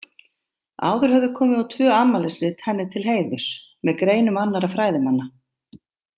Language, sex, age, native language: Icelandic, female, 50-59, Icelandic